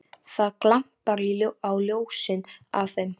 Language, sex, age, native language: Icelandic, female, 13, Icelandic